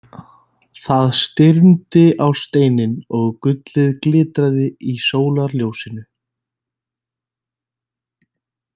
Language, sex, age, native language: Icelandic, male, 20-29, Icelandic